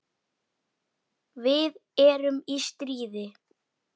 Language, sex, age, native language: Icelandic, male, 8, Icelandic